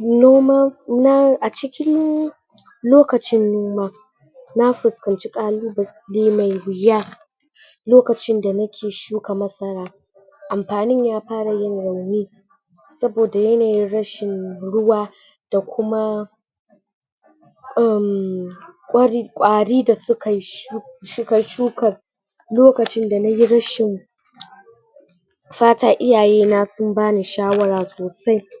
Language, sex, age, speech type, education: Hausa, female, 60+, spontaneous, tertiary